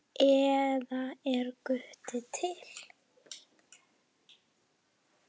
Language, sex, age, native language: Icelandic, female, 9, Icelandic